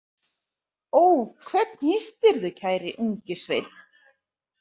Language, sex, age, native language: Icelandic, female, 40-49, Icelandic